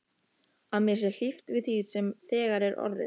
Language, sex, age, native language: Icelandic, female, 13, Icelandic